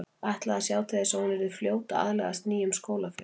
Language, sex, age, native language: Icelandic, female, 40-49, Icelandic